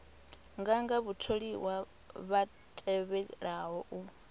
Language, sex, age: Venda, female, 26